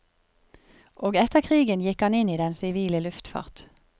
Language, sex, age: Norwegian, female, 50